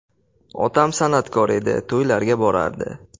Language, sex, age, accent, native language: Uzbek, male, 18-24, Qashqadaryo, Uzbek